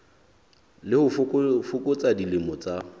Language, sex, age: Southern Sotho, male, 26